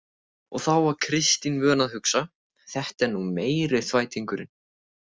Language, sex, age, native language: Icelandic, male, 18-19, Icelandic